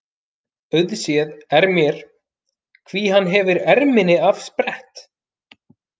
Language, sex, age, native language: Icelandic, male, 30-39, Icelandic